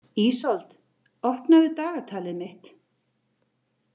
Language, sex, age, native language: Icelandic, female, 30-39, Icelandic